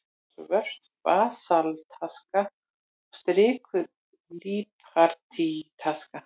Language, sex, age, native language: Icelandic, female, 40-49, Icelandic